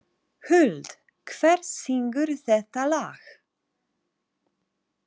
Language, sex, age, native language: Icelandic, female, 40-49, Polish